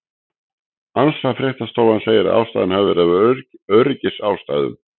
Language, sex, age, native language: Icelandic, male, 60-69, Icelandic